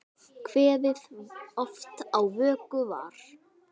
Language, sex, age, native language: Icelandic, female, 10, Icelandic